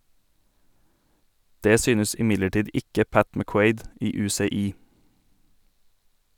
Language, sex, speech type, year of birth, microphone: Norwegian, male, read, 1989, Sennheiser